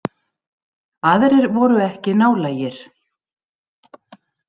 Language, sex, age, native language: Icelandic, female, 60-69, Icelandic